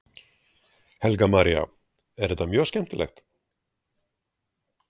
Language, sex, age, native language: Icelandic, male, 60-69, Icelandic